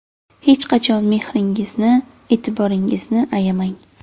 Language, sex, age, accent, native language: Uzbek, female, 18-24, Navoiy, Uzbek